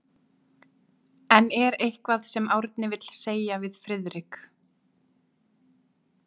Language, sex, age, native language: Icelandic, female, 20-29, Icelandic